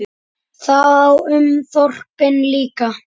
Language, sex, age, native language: Icelandic, male, 10, Icelandic